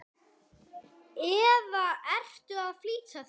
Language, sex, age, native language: Icelandic, male, 9, Icelandic